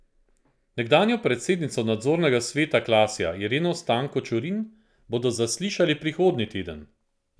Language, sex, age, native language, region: Slovenian, male, 50-59, Slovenian, Central Slovenia